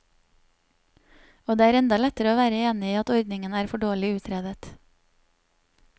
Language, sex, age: Norwegian, female, 27